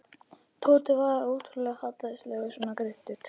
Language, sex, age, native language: Icelandic, male, 11, Icelandic